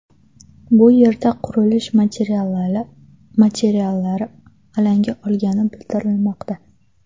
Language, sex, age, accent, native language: Uzbek, female, 18-24, Toshkent shahri, Uzbek